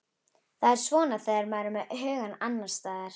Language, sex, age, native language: Icelandic, female, 11, Icelandic